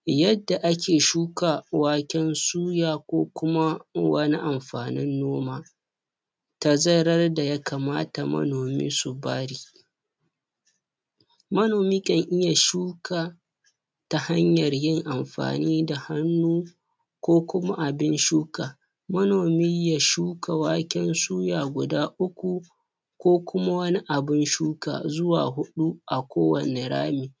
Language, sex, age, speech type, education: Hausa, male, 15-29, spontaneous, primary